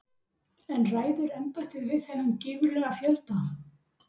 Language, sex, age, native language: Icelandic, female, 60-69, Icelandic